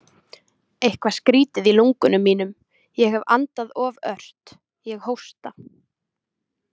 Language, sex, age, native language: Icelandic, female, 20-29, Icelandic